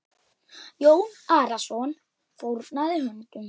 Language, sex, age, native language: Icelandic, female, 8, Icelandic